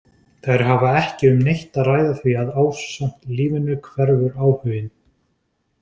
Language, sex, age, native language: Icelandic, male, 20-29, Icelandic